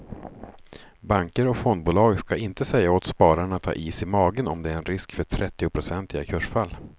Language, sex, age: Swedish, male, 36